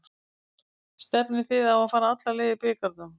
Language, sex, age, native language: Icelandic, female, 50-59, Icelandic